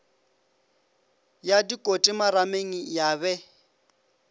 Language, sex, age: Northern Sotho, male, 25